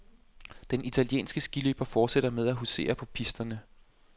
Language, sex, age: Danish, male, 25